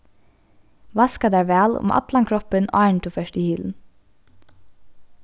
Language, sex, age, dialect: Faroese, female, 15-35, Norðurstreymoy/Eysturoy